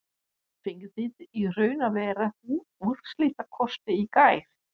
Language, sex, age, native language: Icelandic, female, 60-69, Danish